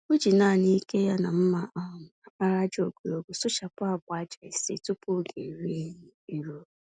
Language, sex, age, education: Igbo, female, 15-29, tertiary